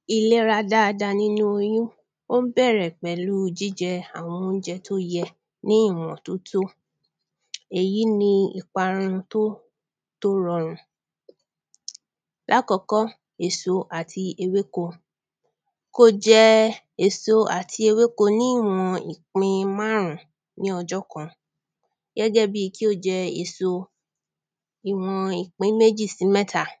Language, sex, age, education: Yoruba, female, 30-45, primary